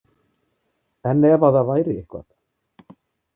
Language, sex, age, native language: Icelandic, male, 30-39, Icelandic